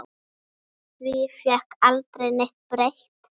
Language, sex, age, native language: Icelandic, female, 9, Icelandic